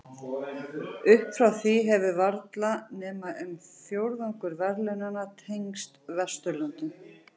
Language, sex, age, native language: Icelandic, male, 40-49, Icelandic